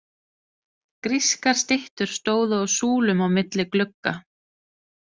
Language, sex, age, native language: Icelandic, female, 30-39, Danish